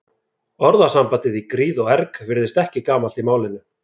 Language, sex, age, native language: Icelandic, male, 30-39, Icelandic